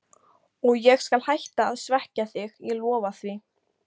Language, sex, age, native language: Icelandic, female, 13, Icelandic